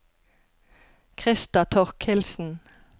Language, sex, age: Norwegian, female, 54